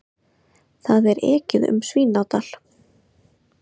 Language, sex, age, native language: Icelandic, female, 30-39, Icelandic